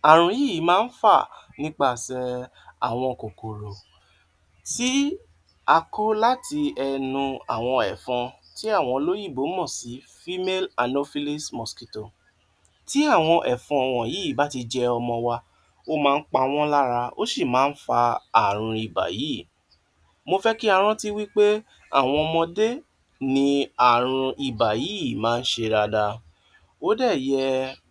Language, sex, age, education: Yoruba, male, 46-60, tertiary